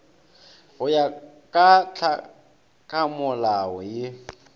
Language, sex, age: Northern Sotho, male, 22